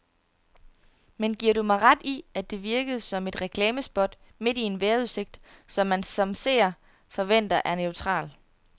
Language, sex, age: Danish, female, 30